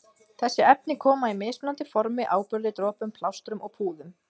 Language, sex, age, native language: Icelandic, female, 20-29, Icelandic